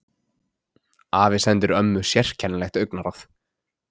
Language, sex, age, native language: Icelandic, male, 20-29, Icelandic